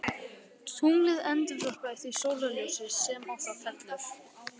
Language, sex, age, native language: Icelandic, male, 18-19, Icelandic